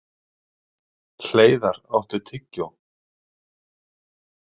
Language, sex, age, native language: Icelandic, male, 40-49, Icelandic